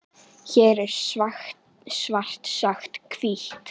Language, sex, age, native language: Icelandic, female, 10, Icelandic